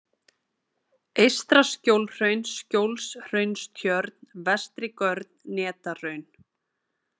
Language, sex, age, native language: Icelandic, female, 30-39, Icelandic